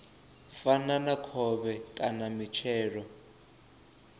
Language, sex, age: Venda, male, 24